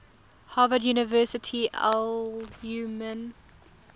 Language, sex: English, female